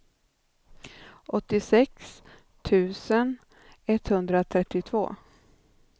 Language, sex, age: Swedish, female, 39